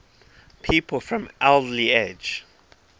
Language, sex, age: English, male, 23